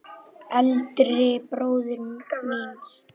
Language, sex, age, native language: Icelandic, male, 8, Icelandic